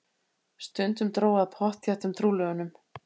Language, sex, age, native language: Icelandic, female, 80-89, Icelandic